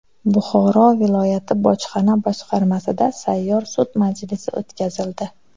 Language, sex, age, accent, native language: Uzbek, female, 30-39, Xorazm, Uzbek